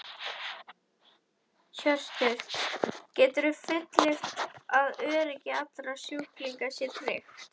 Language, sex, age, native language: Icelandic, female, 11, Icelandic